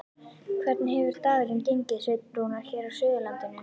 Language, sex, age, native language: Icelandic, female, 11, Icelandic